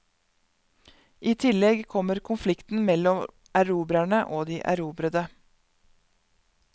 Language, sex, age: Norwegian, female, 31